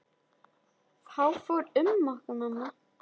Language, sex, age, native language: Icelandic, female, 10, Icelandic